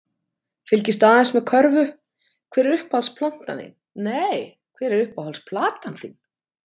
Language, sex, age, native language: Icelandic, female, 50-59, Icelandic